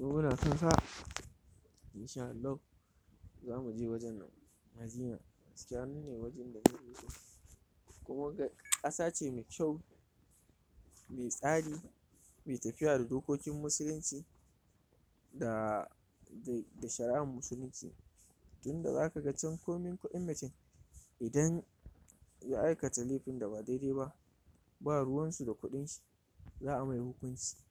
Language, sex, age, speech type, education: Hausa, male, 46-60, spontaneous, tertiary